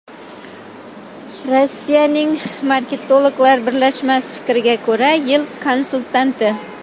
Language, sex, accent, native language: Uzbek, female, Toshkent shahri, Uzbek